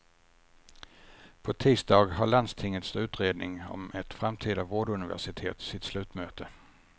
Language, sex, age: Swedish, male, 50